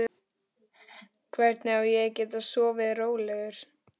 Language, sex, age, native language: Icelandic, male, 12, Icelandic